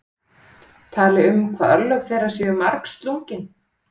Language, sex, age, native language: Icelandic, female, 30-39, Icelandic